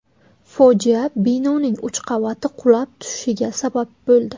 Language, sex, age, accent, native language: Uzbek, female, 19-29, Buxoro, Uzbek